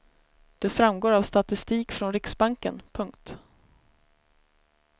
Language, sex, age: Swedish, female, 33